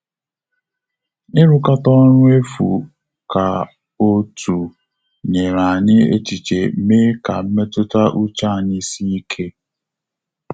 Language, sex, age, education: Igbo, male, 30-45, tertiary